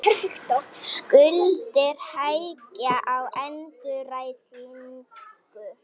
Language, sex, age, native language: Icelandic, female, 18-19, Icelandic